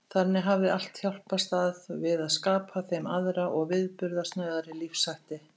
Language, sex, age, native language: Icelandic, female, 50-59, Icelandic